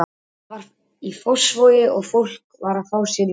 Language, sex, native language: Icelandic, male, Icelandic